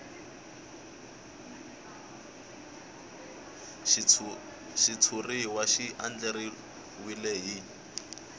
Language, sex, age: Tsonga, male, 21